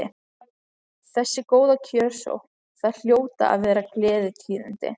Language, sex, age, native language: Icelandic, other, 13, Icelandic